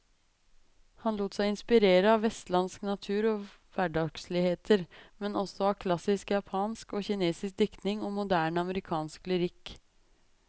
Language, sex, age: Norwegian, female, 23